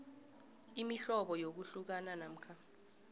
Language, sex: South Ndebele, female